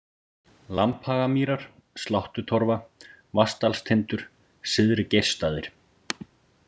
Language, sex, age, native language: Icelandic, male, 40-49, Icelandic